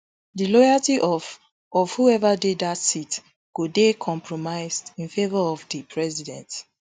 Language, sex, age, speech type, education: Nigerian Pidgin, female, 30-45, spontaneous, tertiary